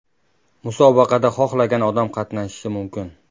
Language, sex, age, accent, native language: Uzbek, male, 19-29, Farg'ona, Uzbek